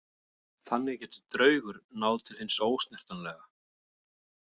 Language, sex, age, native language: Icelandic, male, 40-49, Icelandic